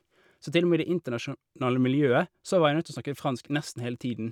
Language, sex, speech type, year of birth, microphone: Norwegian, male, spontaneous, 1988, Shure